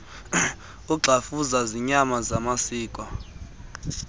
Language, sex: Xhosa, male